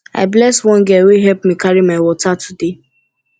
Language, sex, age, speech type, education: Nigerian Pidgin, female, 15-29, spontaneous, tertiary